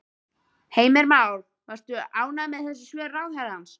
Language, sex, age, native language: Icelandic, female, 13, Icelandic